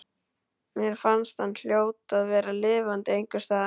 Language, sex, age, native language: Icelandic, male, 12, Icelandic